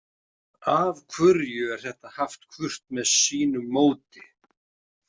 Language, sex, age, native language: Icelandic, male, 50-59, Icelandic